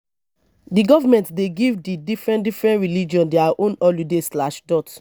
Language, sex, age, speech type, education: Nigerian Pidgin, female, 30-45, spontaneous, tertiary